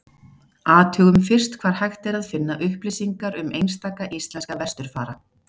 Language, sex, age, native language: Icelandic, female, 40-49, Icelandic